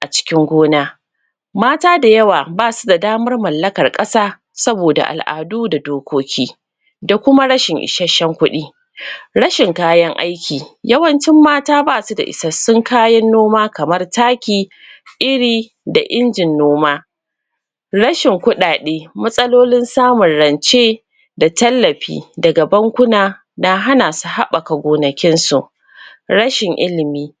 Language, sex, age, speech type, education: Hausa, female, 30-45, spontaneous, secondary